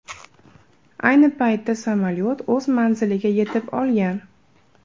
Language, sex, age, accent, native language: Uzbek, female, 18-24, Andijon, Uzbek